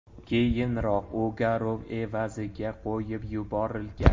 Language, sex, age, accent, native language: Uzbek, male, 18-24, Toshkent shahri, Uzbek